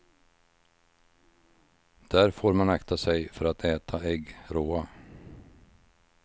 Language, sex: Swedish, male